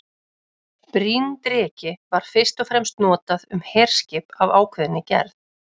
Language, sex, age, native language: Icelandic, female, 30-39, Icelandic